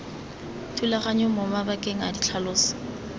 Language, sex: Tswana, female